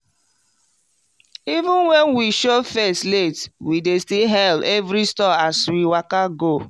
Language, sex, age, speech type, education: Nigerian Pidgin, female, 30-45, spontaneous, tertiary